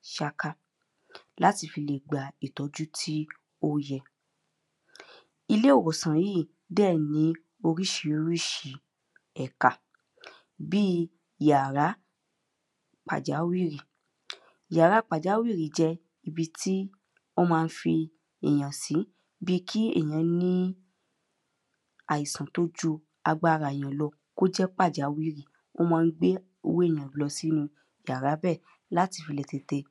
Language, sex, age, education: Yoruba, female, 15-29, primary